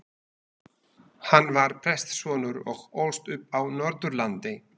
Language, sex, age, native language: Icelandic, male, 40-49, Slovak